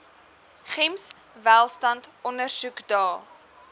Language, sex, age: Afrikaans, female, 20